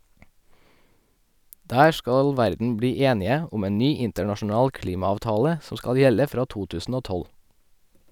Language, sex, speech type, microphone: Norwegian, male, read, Sennheiser